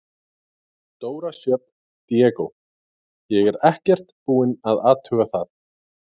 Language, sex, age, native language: Icelandic, male, 30-39, Icelandic